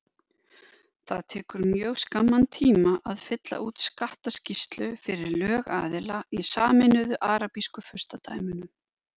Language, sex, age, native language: Icelandic, female, 50-59, Icelandic